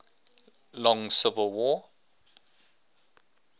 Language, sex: English, male